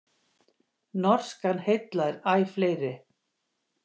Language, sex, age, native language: Icelandic, female, 50-59, Icelandic